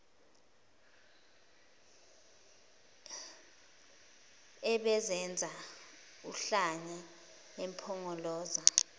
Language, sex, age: Zulu, female, 20